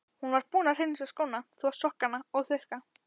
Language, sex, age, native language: Icelandic, female, 11, Icelandic